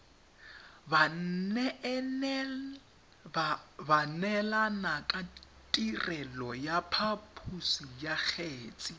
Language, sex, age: Tswana, male, 21